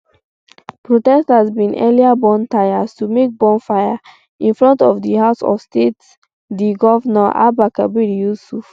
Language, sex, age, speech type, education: Nigerian Pidgin, female, 15-29, spontaneous, secondary